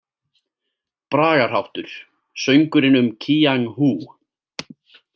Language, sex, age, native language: Icelandic, male, 18-19, Icelandic